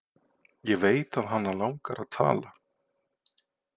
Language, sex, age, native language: Icelandic, male, 40-49, Icelandic